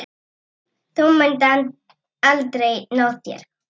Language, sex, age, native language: Icelandic, female, 7, Icelandic